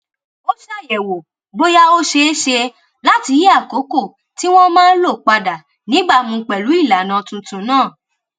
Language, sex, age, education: Yoruba, female, 15-29, tertiary